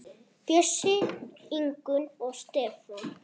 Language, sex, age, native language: Icelandic, female, 7, Icelandic